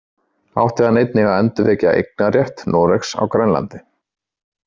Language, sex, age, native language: Icelandic, male, 30-39, Icelandic